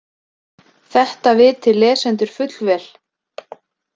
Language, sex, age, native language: Icelandic, female, 30-39, Icelandic